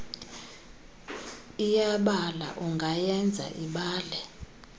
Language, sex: Xhosa, female